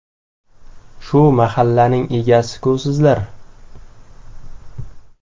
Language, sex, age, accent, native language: Uzbek, male, 18-24, Samarqand, Uzbek